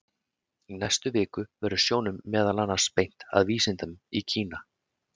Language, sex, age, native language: Icelandic, male, 30-39, Icelandic